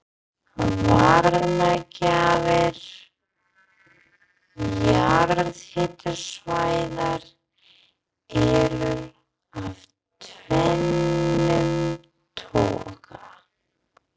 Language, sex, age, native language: Icelandic, female, 30-39, English